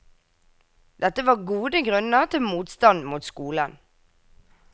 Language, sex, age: Norwegian, female, 24